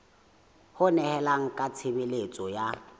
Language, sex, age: Southern Sotho, male, 18